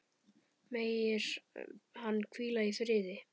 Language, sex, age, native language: Icelandic, male, 10, Icelandic